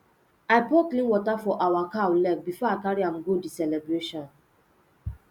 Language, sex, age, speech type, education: Nigerian Pidgin, female, 15-29, spontaneous, secondary